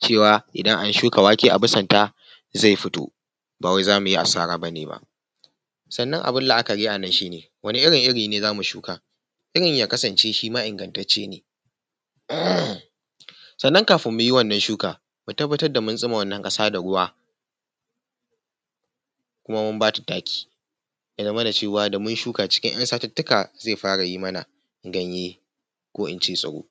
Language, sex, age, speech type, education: Hausa, male, 15-29, spontaneous, tertiary